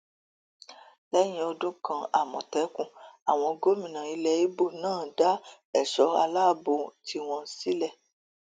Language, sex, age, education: Yoruba, female, 30-45, tertiary